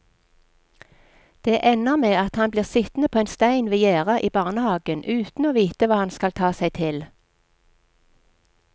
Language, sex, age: Norwegian, female, 46